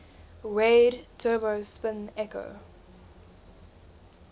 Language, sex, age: English, female, 20